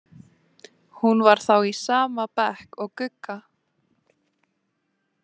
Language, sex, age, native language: Icelandic, female, 18-19, Lithuanian